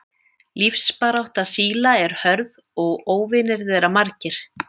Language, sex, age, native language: Icelandic, female, 30-39, Icelandic